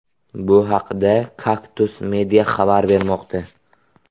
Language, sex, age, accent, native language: Uzbek, male, 18-24, Buxoro, Uzbek